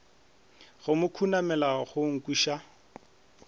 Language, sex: Northern Sotho, male